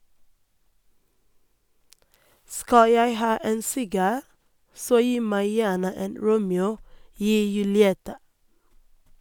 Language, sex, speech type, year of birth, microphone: Norwegian, female, read, 1988, Sennheiser